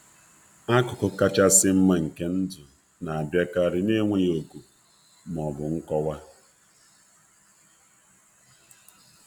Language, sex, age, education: Igbo, female, 15-29, tertiary